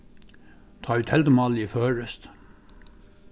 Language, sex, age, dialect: Faroese, male, 61+, Suðurstreymoy